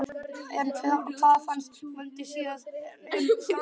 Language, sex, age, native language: Icelandic, male, 12, Icelandic